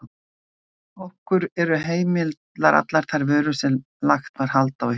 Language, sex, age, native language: Icelandic, female, 60-69, Icelandic